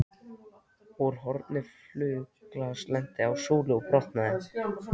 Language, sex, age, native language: Icelandic, male, 13, Icelandic